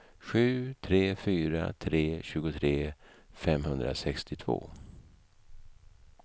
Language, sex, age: Swedish, male, 55